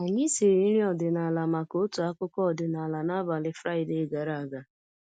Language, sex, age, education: Igbo, female, 15-29, tertiary